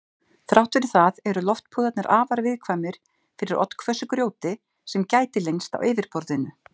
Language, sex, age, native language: Icelandic, female, 50-59, Icelandic